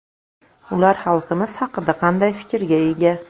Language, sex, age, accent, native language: Uzbek, female, 35+, Andijon, Uzbek